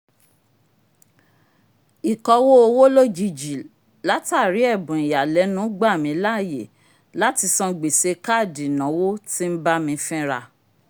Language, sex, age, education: Yoruba, female, 46-60, tertiary